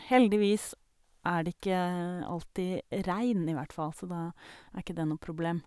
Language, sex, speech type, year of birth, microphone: Norwegian, female, spontaneous, 1971, Sennheiser